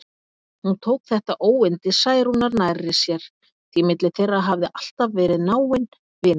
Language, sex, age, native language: Icelandic, female, 50-59, Icelandic